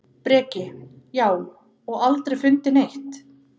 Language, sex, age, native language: Icelandic, female, 30-39, Icelandic